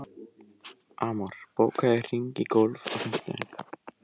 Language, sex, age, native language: Icelandic, male, 18-19, Icelandic